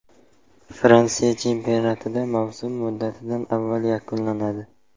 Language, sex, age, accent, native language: Uzbek, male, 18-24, Samarqand, Uzbek